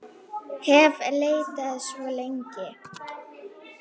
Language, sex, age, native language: Icelandic, female, 9, Icelandic